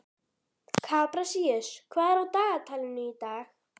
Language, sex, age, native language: Icelandic, female, 12, Icelandic